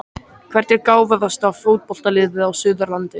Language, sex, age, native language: Icelandic, male, 13, Icelandic